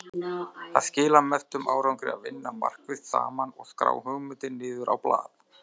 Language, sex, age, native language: Icelandic, male, 30-39, Icelandic